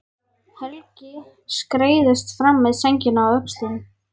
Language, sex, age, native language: Icelandic, female, 11, Icelandic